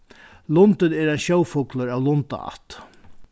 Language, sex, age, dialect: Faroese, male, 61+, Vágar